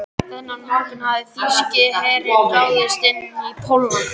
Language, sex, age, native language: Icelandic, male, 12, Icelandic